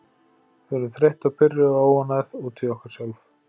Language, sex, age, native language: Icelandic, male, 40-49, Icelandic